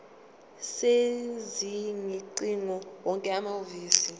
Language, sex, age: Zulu, female, 19